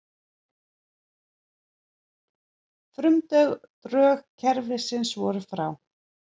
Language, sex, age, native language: Icelandic, female, 40-49, Icelandic